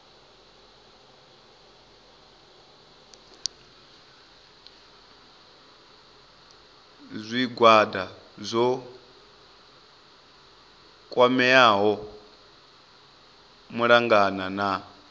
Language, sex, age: Venda, male, 25